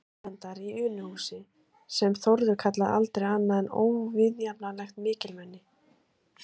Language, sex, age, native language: Icelandic, female, 20-29, Icelandic